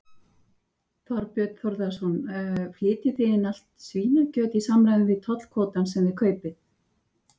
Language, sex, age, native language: Icelandic, female, 50-59, Icelandic